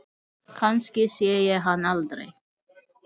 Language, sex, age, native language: Icelandic, female, 8, Filipino